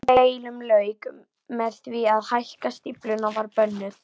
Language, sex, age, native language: Icelandic, female, 11, Icelandic